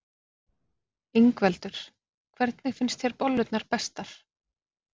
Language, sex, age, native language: Icelandic, female, 40-49, Icelandic